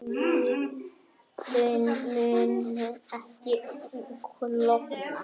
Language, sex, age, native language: Icelandic, male, 10, Icelandic